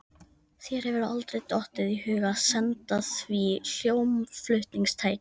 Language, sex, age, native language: Icelandic, female, 13, Icelandic